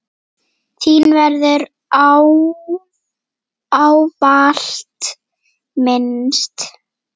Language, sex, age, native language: Icelandic, female, 8, Icelandic